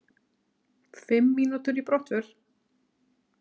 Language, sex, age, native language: Icelandic, female, 30-39, Icelandic